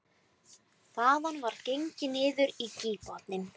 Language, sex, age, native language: Icelandic, female, 20-29, Icelandic